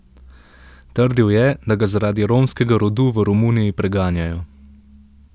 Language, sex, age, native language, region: Slovenian, male, 18-29, Slovenian, Central Slovenia